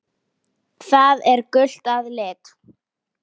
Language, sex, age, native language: Icelandic, female, 10, Icelandic